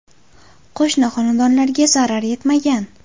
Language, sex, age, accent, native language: Uzbek, female, 18-24, Qashqadaryo, Uzbek